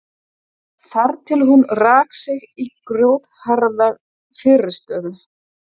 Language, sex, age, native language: Icelandic, female, 40-49, German